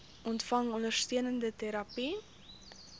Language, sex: Afrikaans, female